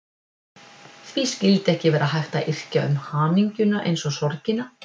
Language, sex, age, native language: Icelandic, female, 50-59, Icelandic